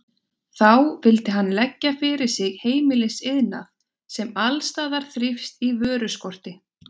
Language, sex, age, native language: Icelandic, female, 20-29, Icelandic